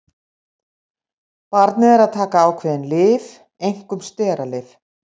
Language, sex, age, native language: Icelandic, female, 60-69, Icelandic